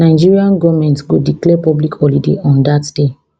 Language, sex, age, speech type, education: Nigerian Pidgin, female, 30-45, spontaneous, tertiary